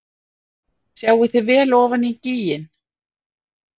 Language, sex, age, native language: Icelandic, female, 40-49, Icelandic